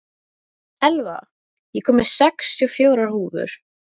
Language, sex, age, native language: Icelandic, female, 12, Icelandic